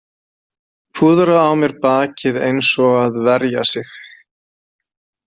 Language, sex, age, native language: Icelandic, male, 40-49, Icelandic